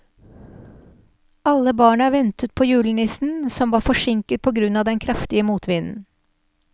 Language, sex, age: Norwegian, female, 46